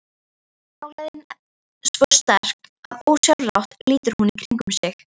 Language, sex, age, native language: Icelandic, female, 13, Icelandic